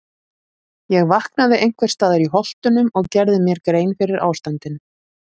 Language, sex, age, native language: Icelandic, female, 30-39, Icelandic